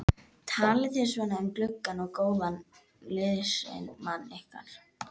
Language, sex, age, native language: Icelandic, female, 11, Icelandic